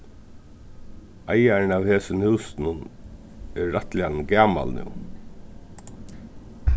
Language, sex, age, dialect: Faroese, male, 36-60, Suðurstreymoy